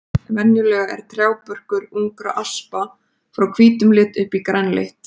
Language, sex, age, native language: Icelandic, female, 30-39, Icelandic